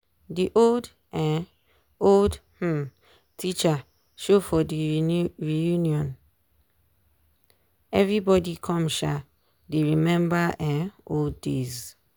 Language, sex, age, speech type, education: Nigerian Pidgin, female, 15-29, spontaneous, tertiary